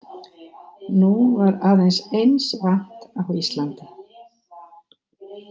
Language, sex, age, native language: Icelandic, female, 60-69, Icelandic